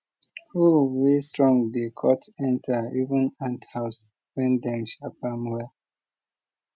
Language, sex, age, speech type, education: Nigerian Pidgin, male, 30-45, spontaneous, tertiary